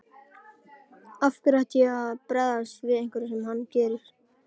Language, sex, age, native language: Icelandic, male, 18-19, Icelandic